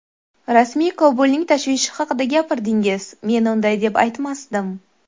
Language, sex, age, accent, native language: Uzbek, female, 19-29, Toshkent shahri, Uzbek